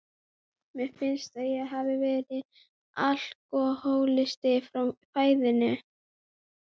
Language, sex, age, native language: Icelandic, female, 11, Icelandic